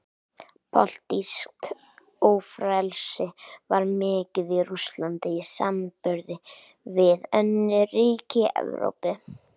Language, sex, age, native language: Icelandic, male, 18-19, Icelandic